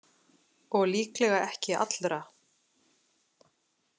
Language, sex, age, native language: Icelandic, female, 40-49, Icelandic